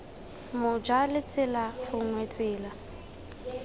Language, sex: Tswana, female